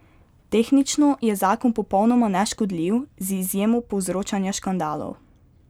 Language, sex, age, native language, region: Slovenian, female, 12-17, Slovenian, Pomurje region